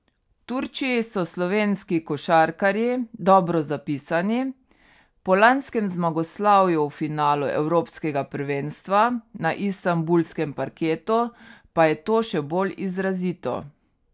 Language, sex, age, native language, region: Slovenian, female, 30-49, Slovenian, Carinthia region